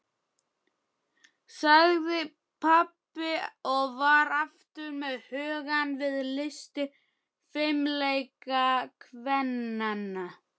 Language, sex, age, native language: Icelandic, male, 12, Icelandic